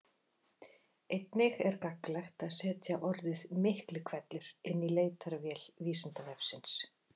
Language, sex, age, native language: Icelandic, female, 40-49, Icelandic